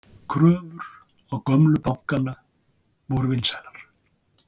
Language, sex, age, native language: Icelandic, male, 60-69, Icelandic